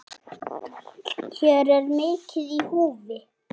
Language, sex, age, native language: Icelandic, male, 6, Icelandic